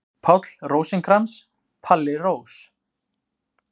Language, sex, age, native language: Icelandic, male, 20-29, Icelandic